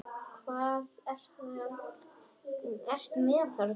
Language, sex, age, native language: Icelandic, male, 10, Icelandic